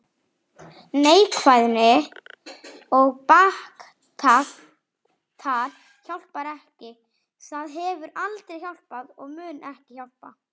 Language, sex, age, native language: Icelandic, female, 40-49, Icelandic